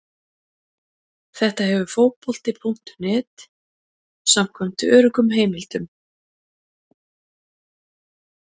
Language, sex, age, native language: Icelandic, female, 40-49, Icelandic